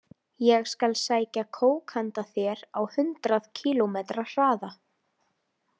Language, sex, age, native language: Icelandic, female, 20-29, Icelandic